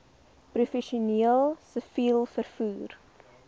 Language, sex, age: Afrikaans, female, 20